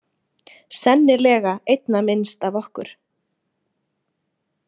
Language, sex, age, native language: Icelandic, female, 20-29, Icelandic